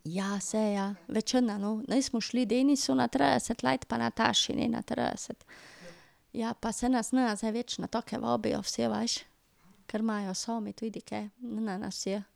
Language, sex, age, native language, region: Slovenian, female, 50-59, Slovenian, Drava region